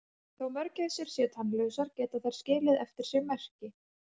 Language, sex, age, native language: Icelandic, female, 30-39, Icelandic